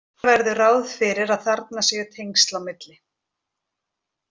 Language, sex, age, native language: Icelandic, female, 40-49, Icelandic